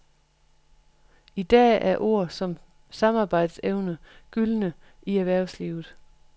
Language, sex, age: Danish, female, 43